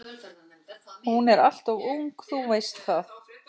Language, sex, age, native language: Icelandic, male, 15, Icelandic